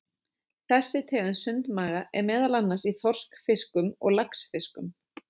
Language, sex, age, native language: Icelandic, female, 30-39, Icelandic